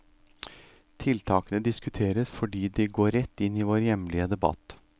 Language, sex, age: Norwegian, male, 38